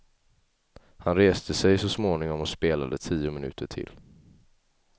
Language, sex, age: Swedish, male, 18